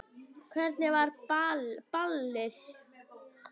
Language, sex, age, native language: Icelandic, female, 9, Icelandic